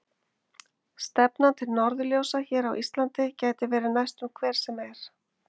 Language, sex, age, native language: Icelandic, female, 50-59, Icelandic